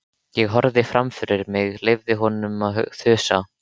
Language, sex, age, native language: Icelandic, male, 13, Icelandic